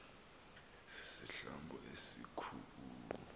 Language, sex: Xhosa, male